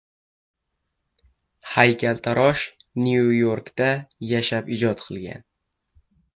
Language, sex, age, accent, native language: Uzbek, male, 12-17, Qashqadaryo, Uzbek